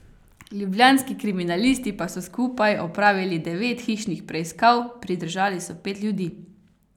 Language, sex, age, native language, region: Slovenian, female, 18-29, Slovenian, Carinthia region